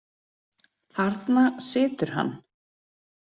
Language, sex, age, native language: Icelandic, female, 40-49, Icelandic